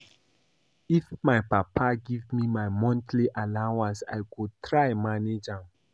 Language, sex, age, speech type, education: Nigerian Pidgin, male, 15-29, read, primary